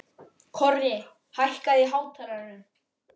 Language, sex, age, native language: Icelandic, male, 13, Icelandic